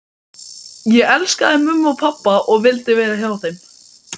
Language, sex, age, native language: Icelandic, male, 12, Icelandic